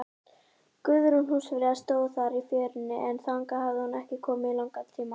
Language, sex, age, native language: Icelandic, female, 18-19, Icelandic